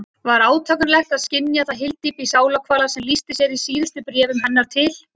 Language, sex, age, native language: Icelandic, female, 30-39, Icelandic